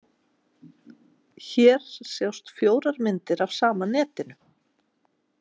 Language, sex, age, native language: Icelandic, female, 40-49, Icelandic